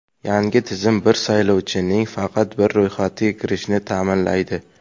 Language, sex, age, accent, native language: Uzbek, male, under 19, Samarqand, Uzbek